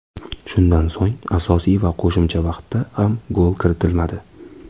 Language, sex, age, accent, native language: Uzbek, male, 18-24, Toshkent viloyati, Uzbek